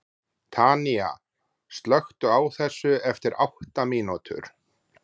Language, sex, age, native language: Icelandic, male, 40-49, Icelandic